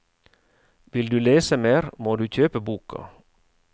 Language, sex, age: Norwegian, male, 49